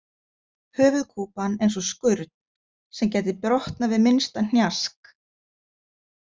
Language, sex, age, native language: Icelandic, female, 50-59, Icelandic